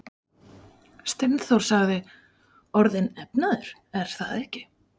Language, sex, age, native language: Icelandic, female, 40-49, Icelandic